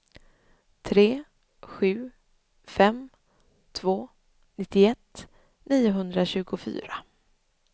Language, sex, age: Swedish, female, 26